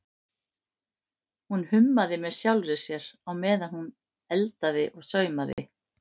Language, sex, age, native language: Icelandic, female, 50-59, Icelandic